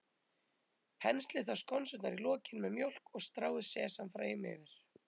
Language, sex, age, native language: Icelandic, female, 30-39, Icelandic